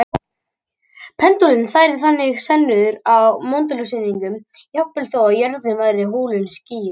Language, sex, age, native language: Icelandic, male, 18-19, Icelandic